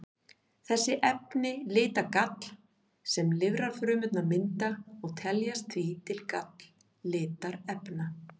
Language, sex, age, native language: Icelandic, female, 50-59, Icelandic